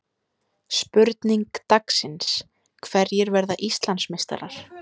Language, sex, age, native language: Icelandic, female, 18-19, Icelandic